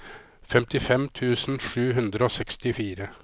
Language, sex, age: Norwegian, male, 53